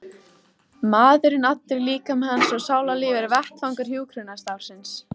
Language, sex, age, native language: Icelandic, female, 14, Icelandic